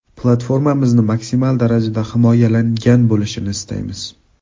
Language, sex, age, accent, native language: Uzbek, male, 18-24, Farg'ona, Uzbek